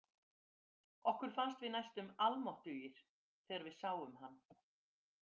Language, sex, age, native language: Icelandic, female, 50-59, Icelandic